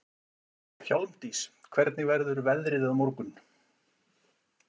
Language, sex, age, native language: Icelandic, male, 40-49, Icelandic